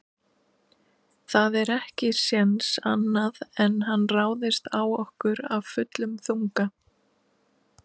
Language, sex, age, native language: Icelandic, female, 30-39, Icelandic